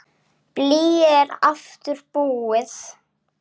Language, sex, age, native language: Icelandic, male, 7, Icelandic